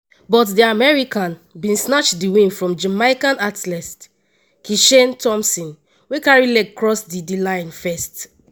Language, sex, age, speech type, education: Nigerian Pidgin, female, 15-29, spontaneous, tertiary